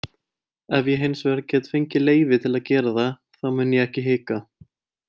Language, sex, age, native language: Icelandic, male, 20-29, Icelandic